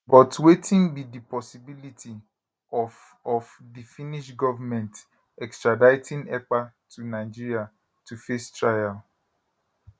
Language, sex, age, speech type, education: Nigerian Pidgin, male, 15-29, spontaneous, tertiary